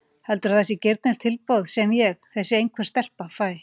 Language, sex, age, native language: Icelandic, female, 40-49, Icelandic